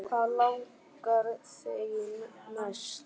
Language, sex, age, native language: Icelandic, male, 8, Icelandic